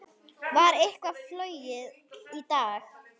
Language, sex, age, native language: Icelandic, female, 10, Icelandic